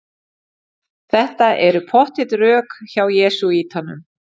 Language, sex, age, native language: Icelandic, female, 40-49, Icelandic